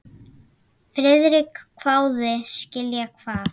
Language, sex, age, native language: Icelandic, female, 9, Icelandic